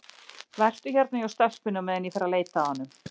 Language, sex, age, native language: Icelandic, female, 40-49, Icelandic